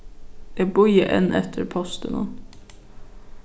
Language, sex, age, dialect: Faroese, female, 15-35, Suðurstreymoy